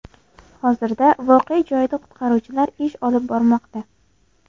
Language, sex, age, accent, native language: Uzbek, female, 18-24, Andijon, Uzbek